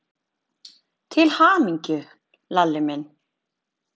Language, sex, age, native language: Icelandic, female, 30-39, Icelandic